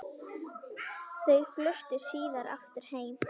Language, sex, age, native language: Icelandic, female, 9, Icelandic